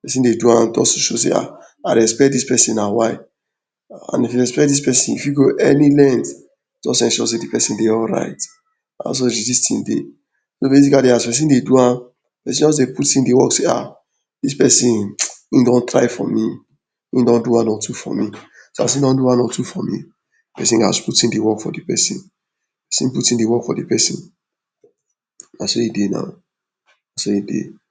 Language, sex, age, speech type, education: Nigerian Pidgin, male, 46-60, spontaneous, tertiary